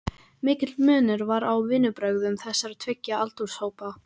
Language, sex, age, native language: Icelandic, female, 14, Icelandic